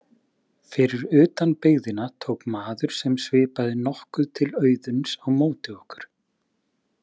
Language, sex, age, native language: Icelandic, male, 30-39, Icelandic